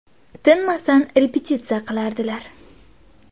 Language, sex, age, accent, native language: Uzbek, female, 19-29, Qashqadaryo, Uzbek